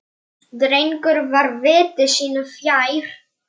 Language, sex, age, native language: Icelandic, male, 9, Polish